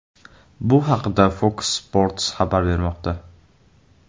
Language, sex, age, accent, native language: Uzbek, male, 18-24, Andijon, Uzbek